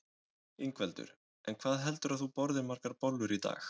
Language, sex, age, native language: Icelandic, male, 20-29, Icelandic